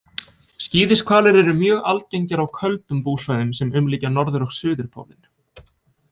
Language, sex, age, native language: Icelandic, male, 20-29, Icelandic